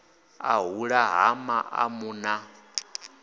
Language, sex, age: Venda, male, 26